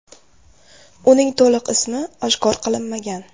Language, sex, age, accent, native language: Uzbek, female, 18-24, Farg'ona, Uzbek